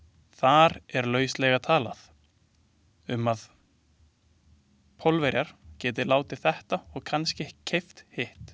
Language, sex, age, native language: Icelandic, male, 20-29, Icelandic